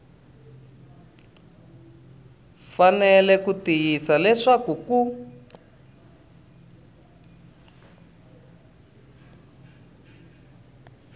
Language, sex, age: Tsonga, male, 20